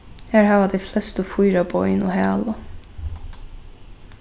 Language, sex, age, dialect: Faroese, female, 15-35, Norðurstreymoy/Eysturoy